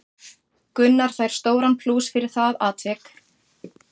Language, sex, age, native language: Icelandic, female, 40-49, Icelandic